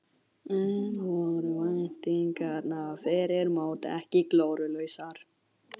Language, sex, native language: Icelandic, other, Chinese